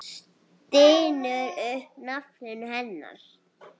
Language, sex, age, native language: Icelandic, female, 6, Icelandic